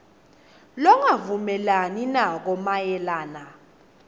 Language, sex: Swati, female